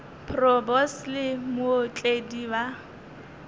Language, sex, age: Northern Sotho, female, 20